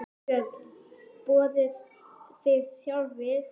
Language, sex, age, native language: Icelandic, female, 9, Icelandic